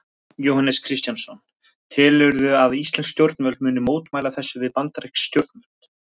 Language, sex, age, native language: Icelandic, male, 20-29, Icelandic